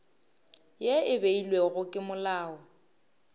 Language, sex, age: Northern Sotho, female, 23